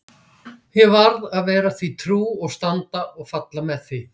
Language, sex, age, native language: Icelandic, female, 60-69, Icelandic